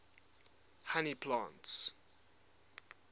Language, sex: English, male